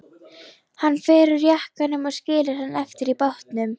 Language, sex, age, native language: Icelandic, female, 11, Icelandic